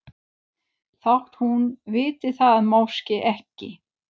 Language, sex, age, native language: Icelandic, female, 30-39, Swedish